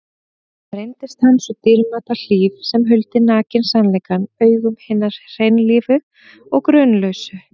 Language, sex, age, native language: Icelandic, female, 30-39, Icelandic